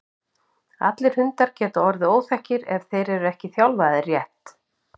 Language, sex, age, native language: Icelandic, female, 50-59, Icelandic